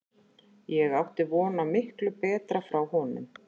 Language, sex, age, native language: Icelandic, female, 40-49, Icelandic